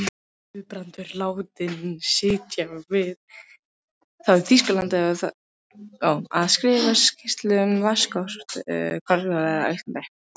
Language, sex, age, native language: Icelandic, female, 18-19, Icelandic